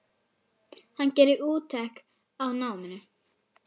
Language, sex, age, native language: Icelandic, female, 10, Icelandic